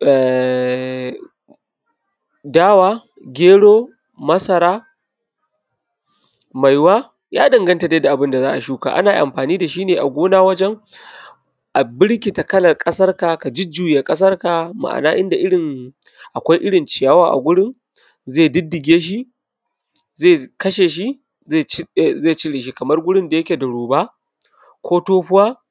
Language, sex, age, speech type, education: Hausa, male, 15-29, spontaneous, primary